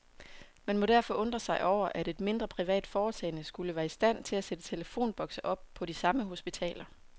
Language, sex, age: Danish, female, 27